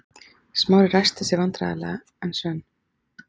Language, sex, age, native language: Icelandic, female, 30-39, Icelandic